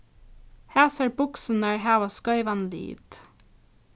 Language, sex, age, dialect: Faroese, female, 15-35, Norðurstreymoy/Eysturoy